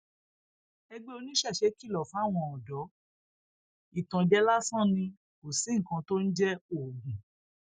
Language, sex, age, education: Yoruba, female, 46-60, tertiary